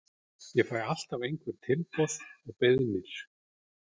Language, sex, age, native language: Icelandic, male, 40-49, Icelandic